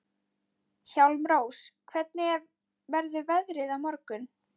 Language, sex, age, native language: Icelandic, female, 13, Icelandic